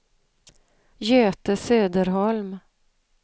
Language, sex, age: Swedish, female, 35